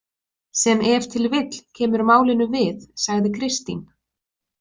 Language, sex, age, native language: Icelandic, female, 20-29, Icelandic